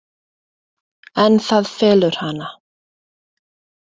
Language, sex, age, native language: Icelandic, female, 40-49, Icelandic